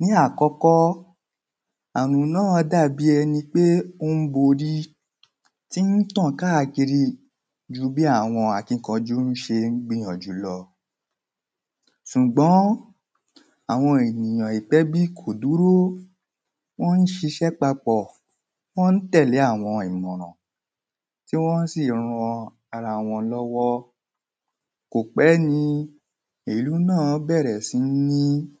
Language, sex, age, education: Yoruba, male, 15-29, primary